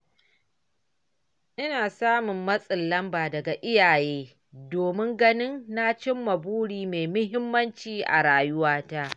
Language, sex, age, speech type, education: Hausa, female, 60+, read, primary